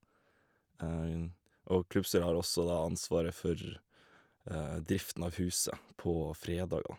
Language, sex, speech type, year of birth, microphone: Norwegian, male, spontaneous, 1991, Shure